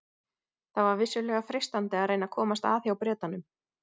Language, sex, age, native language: Icelandic, female, 30-39, Icelandic